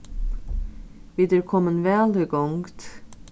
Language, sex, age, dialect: Faroese, female, 36-60, Suðurstreymoy